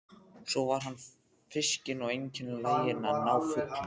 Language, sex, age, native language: Icelandic, male, 14, Icelandic